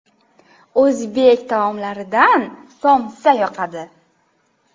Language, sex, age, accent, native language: Uzbek, female, 25-34, Navoiy, Uzbek